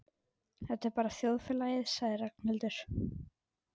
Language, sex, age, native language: Icelandic, female, 12, Icelandic